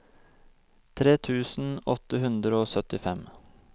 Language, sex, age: Norwegian, male, 26